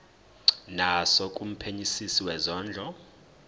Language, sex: Zulu, male